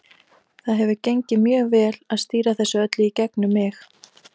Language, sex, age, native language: Icelandic, female, 30-39, Icelandic